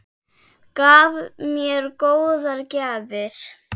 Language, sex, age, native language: Icelandic, female, 7, Icelandic